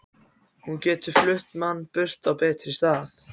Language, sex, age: Icelandic, other, 14